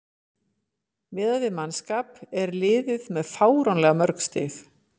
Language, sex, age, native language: Icelandic, female, 50-59, Icelandic